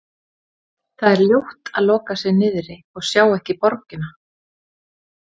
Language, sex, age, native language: Icelandic, female, 30-39, Icelandic